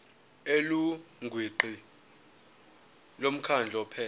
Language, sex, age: Zulu, male, 20